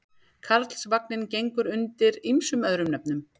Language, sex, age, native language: Icelandic, female, 50-59, Icelandic